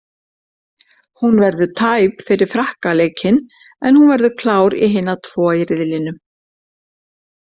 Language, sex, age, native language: Icelandic, female, 60-69, Icelandic